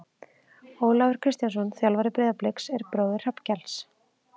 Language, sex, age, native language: Icelandic, female, 30-39, Icelandic